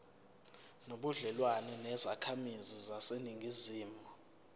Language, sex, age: Zulu, male, 24